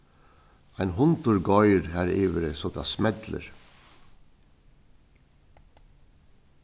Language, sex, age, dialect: Faroese, male, 61+, Suðurstreymoy